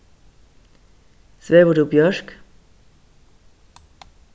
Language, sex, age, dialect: Faroese, female, 36-60, Suðurstreymoy